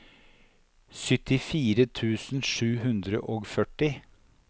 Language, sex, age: Norwegian, male, 57